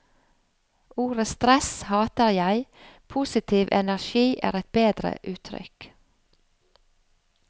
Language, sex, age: Norwegian, female, 45